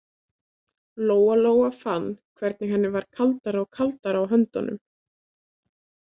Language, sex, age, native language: Icelandic, female, 20-29, Icelandic